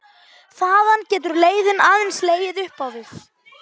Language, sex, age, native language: Icelandic, male, 11, Icelandic